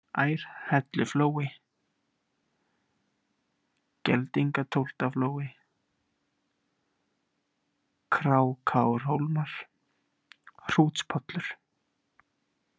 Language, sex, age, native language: Icelandic, male, 18-19, Icelandic